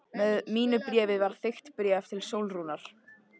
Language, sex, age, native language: Icelandic, male, 13, Icelandic